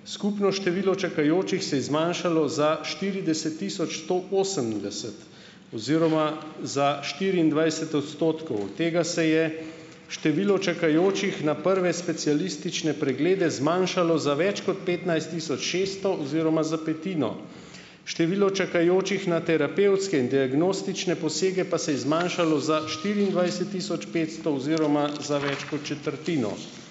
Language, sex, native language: Slovenian, male, Slovenian